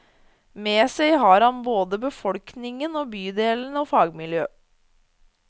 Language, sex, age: Norwegian, female, 30